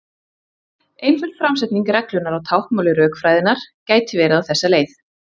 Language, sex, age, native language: Icelandic, female, 30-39, Icelandic